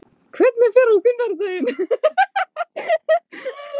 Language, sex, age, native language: Icelandic, female, 15, Icelandic